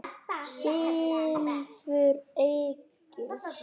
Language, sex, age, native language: Icelandic, male, 8, Icelandic